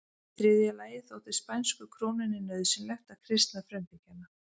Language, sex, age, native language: Icelandic, female, 40-49, Icelandic